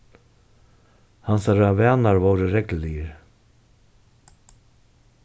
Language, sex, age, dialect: Faroese, male, 61+, Suðurstreymoy